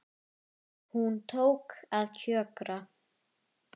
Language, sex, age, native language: Icelandic, female, 10, Icelandic